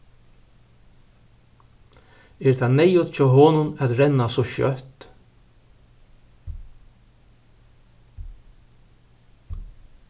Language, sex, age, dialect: Faroese, male, 61+, Suðurstreymoy